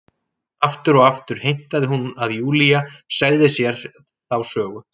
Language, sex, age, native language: Icelandic, male, 40-49, Icelandic